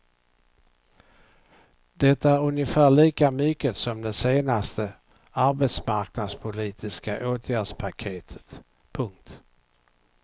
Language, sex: Swedish, male